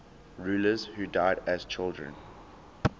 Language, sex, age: English, male, 19